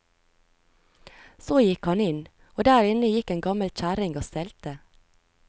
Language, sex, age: Norwegian, female, 36